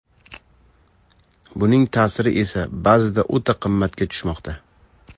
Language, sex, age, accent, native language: Uzbek, male, 25-34, Toshkent shahri, Uzbek